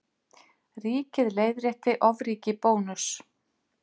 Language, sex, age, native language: Icelandic, female, 50-59, Icelandic